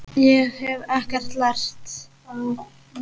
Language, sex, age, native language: Icelandic, male, 8, Icelandic